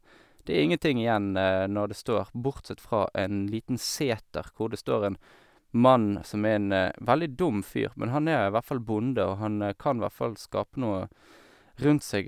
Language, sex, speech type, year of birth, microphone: Norwegian, male, spontaneous, 1983, Sennheiser